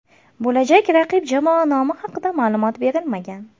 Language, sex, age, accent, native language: Uzbek, female, 25-34, Farg'ona, Uzbek